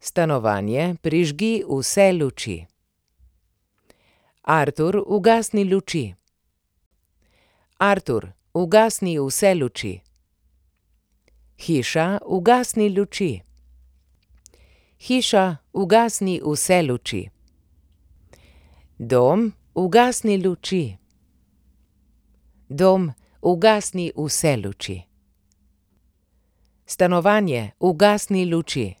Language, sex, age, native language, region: Slovenian, female, 30-49, Slovenian, Primorsko-notranjska region